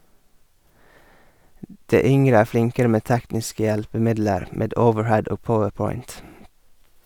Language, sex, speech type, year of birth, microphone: Norwegian, male, read, 1978, Sennheiser